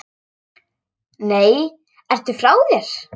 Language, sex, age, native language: Icelandic, female, 10, Icelandic